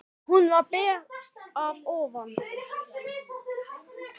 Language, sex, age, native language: Icelandic, male, 10, Icelandic